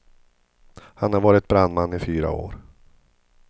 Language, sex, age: Swedish, male, 50